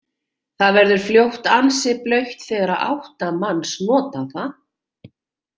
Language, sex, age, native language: Icelandic, female, 40-49, Icelandic